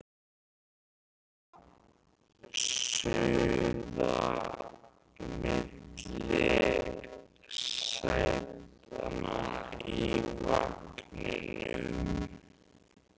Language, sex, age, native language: Icelandic, male, 13, Icelandic